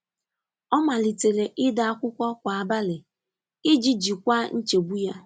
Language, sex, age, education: Igbo, female, 15-29, tertiary